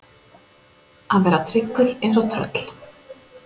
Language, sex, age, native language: Icelandic, female, 30-39, Icelandic